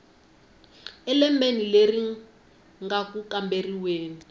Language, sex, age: Tsonga, female, 19